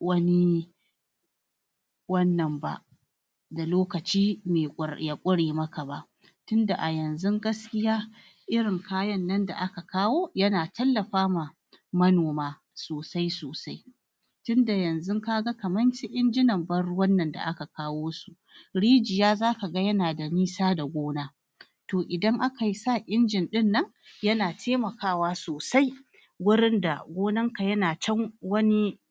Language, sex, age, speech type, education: Hausa, female, 46-60, spontaneous, tertiary